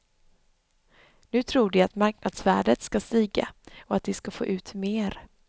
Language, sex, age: Swedish, female, 26